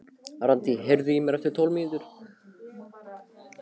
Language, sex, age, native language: Icelandic, male, 15, Icelandic